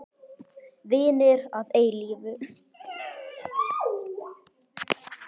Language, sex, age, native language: Icelandic, male, 10, Icelandic